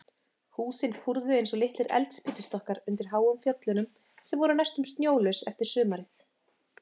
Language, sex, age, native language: Icelandic, female, 30-39, Icelandic